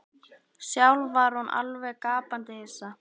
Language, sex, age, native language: Icelandic, female, 11, Icelandic